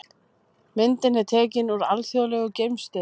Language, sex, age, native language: Icelandic, female, 30-39, Icelandic